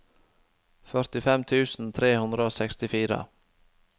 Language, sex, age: Norwegian, male, 25